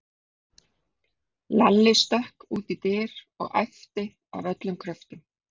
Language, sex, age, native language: Icelandic, female, 30-39, Icelandic